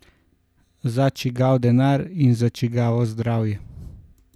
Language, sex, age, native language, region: Slovenian, male, 18-29, Slovenian, Gorenjska region